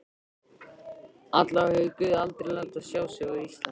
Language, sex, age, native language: Icelandic, male, 13, Icelandic